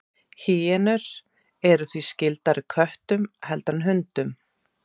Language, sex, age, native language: Icelandic, female, 30-39, Icelandic